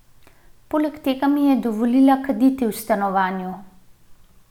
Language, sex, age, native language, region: Slovenian, female, 30-49, Slovenian, Central Slovenia